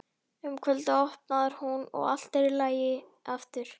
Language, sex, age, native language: Icelandic, male, 11, Icelandic